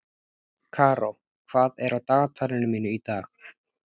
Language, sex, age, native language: Icelandic, male, 14, Icelandic